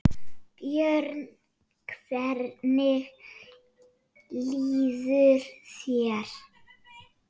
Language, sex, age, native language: Icelandic, male, 6, Icelandic